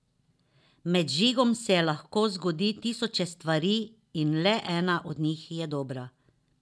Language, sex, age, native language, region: Slovenian, female, 50-59, Slovenian, Drava region